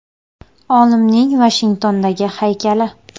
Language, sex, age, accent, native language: Uzbek, female, under 19, Sirdaryo, Uzbek